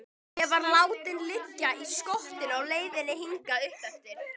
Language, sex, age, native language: Icelandic, female, 12, Icelandic